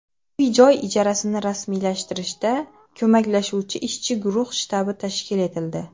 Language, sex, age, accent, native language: Uzbek, female, 19-29, Xorazm, Uzbek